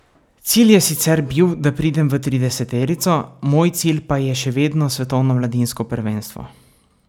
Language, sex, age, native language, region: Slovenian, male, 18-29, Slovenian, Savinja region